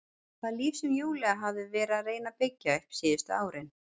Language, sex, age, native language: Icelandic, female, 40-49, Icelandic